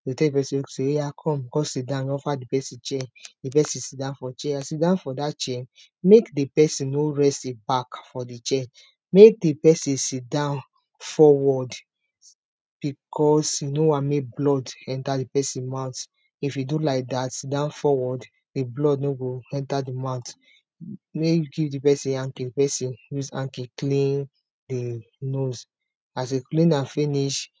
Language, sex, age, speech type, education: Nigerian Pidgin, female, 30-45, spontaneous, tertiary